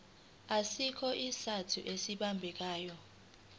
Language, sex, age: Zulu, female, 19